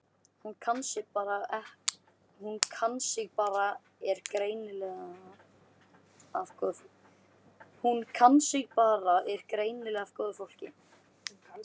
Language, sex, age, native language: Icelandic, male, 13, Icelandic